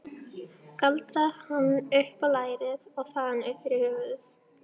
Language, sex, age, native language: Icelandic, female, 13, Icelandic